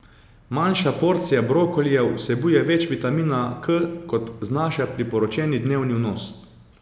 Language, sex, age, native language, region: Slovenian, male, 30-49, Slovenian, Savinja region